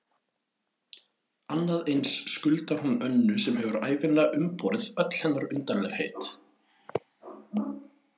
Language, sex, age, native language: Icelandic, male, 30-39, Icelandic